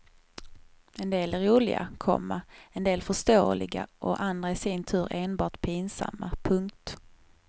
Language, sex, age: Swedish, female, 21